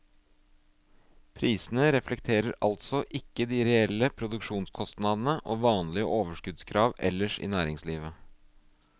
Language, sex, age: Norwegian, male, 24